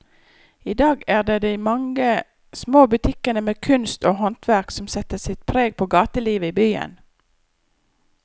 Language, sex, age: Norwegian, female, 34